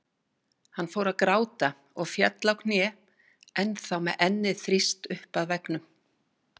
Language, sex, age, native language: Icelandic, female, 60-69, Icelandic